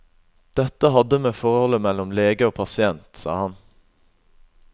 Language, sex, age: Norwegian, male, 21